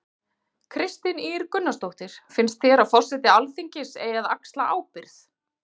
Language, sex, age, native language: Icelandic, female, 40-49, Icelandic